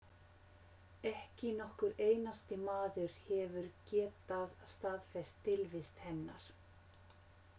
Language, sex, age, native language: Icelandic, female, 50-59, Finnish